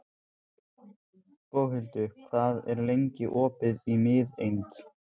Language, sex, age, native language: Icelandic, male, 14, Icelandic